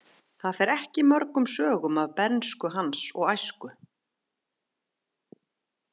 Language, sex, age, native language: Icelandic, female, 30-39, Icelandic